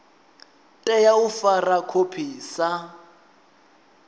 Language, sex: Venda, male